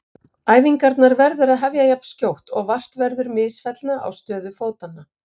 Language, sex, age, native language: Icelandic, female, 50-59, Icelandic